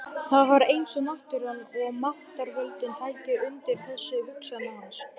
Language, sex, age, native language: Icelandic, male, 18-19, Icelandic